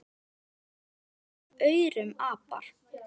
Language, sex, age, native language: Icelandic, female, 10, Icelandic